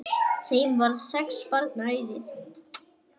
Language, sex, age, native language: Icelandic, male, 9, Icelandic